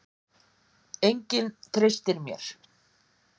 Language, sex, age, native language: Icelandic, female, 50-59, Icelandic